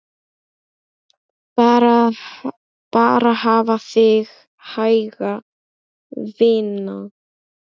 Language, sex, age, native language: Icelandic, female, 10, Icelandic